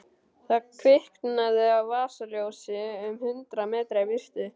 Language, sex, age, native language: Icelandic, male, 12, Icelandic